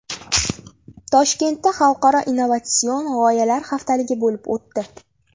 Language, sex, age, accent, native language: Uzbek, female, 18-24, Farg'ona, Uzbek